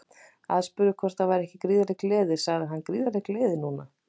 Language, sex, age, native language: Icelandic, female, 20-29, Icelandic